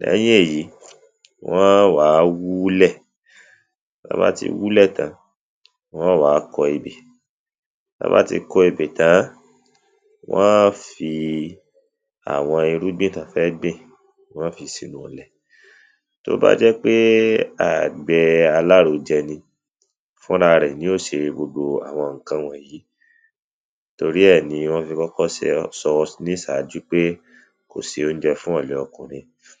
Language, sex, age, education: Yoruba, male, 30-45, secondary